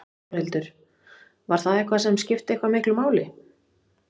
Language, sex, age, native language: Icelandic, female, 30-39, Icelandic